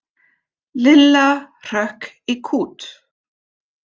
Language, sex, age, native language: Icelandic, female, 50-59, German